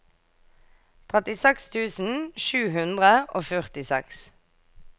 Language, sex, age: Norwegian, female, 24